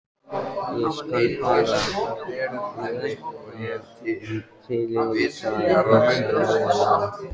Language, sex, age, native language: Icelandic, male, 14, Icelandic